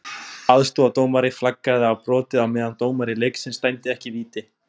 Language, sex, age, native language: Icelandic, male, 20-29, Icelandic